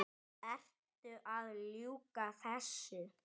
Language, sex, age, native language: Icelandic, male, 10, Icelandic